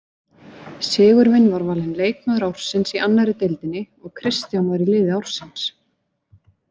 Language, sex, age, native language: Icelandic, female, 20-29, Icelandic